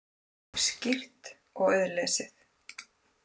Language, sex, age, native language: Icelandic, female, 40-49, Icelandic